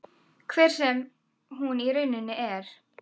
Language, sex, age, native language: Icelandic, female, 12, Icelandic